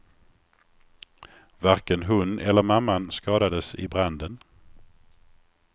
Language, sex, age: Swedish, male, 49